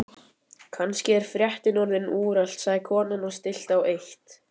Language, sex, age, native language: Icelandic, male, 18-19, Icelandic